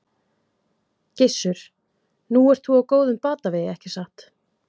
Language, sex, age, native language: Icelandic, female, 50-59, Icelandic